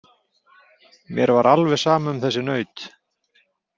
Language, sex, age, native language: Icelandic, male, 40-49, Icelandic